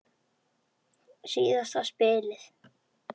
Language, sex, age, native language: Icelandic, female, 8, Icelandic